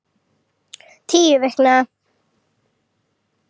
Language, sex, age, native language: Icelandic, female, 8, Icelandic